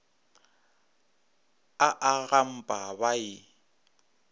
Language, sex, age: Northern Sotho, male, 26